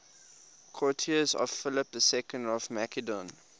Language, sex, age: English, male, 21